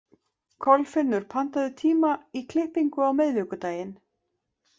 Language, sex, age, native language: Icelandic, female, 50-59, Icelandic